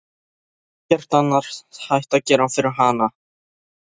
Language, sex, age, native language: Icelandic, male, 13, Polish